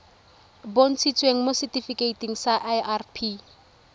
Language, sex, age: Tswana, female, 23